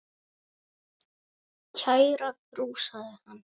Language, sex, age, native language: Icelandic, male, 9, Icelandic